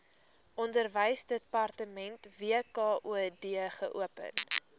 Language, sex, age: Afrikaans, female, 18